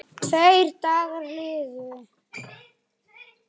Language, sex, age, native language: Icelandic, male, 10, Icelandic